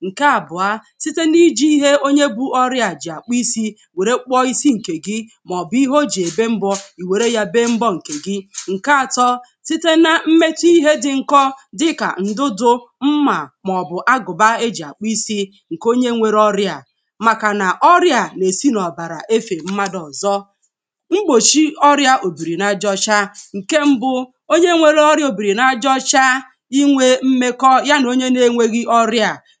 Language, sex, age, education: Igbo, female, 15-29, tertiary